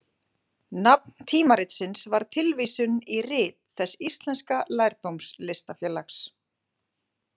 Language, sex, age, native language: Icelandic, female, 40-49, Icelandic